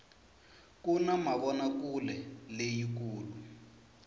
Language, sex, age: Tsonga, male, 24